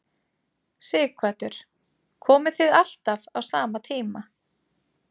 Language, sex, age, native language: Icelandic, female, 30-39, Icelandic